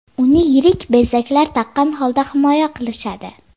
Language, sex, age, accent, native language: Uzbek, female, 12-17, Farg'ona, Uzbek